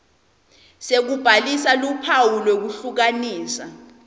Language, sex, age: Swati, female, 20